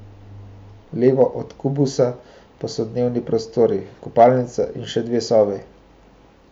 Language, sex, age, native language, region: Slovenian, male, 18-29, Slovenian, Central Slovenia